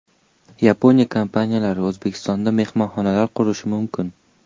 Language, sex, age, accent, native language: Uzbek, male, 18-24, Toshkent shahri, Uzbek